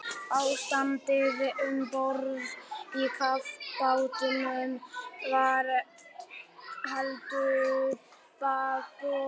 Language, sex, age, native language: Icelandic, male, 11, Icelandic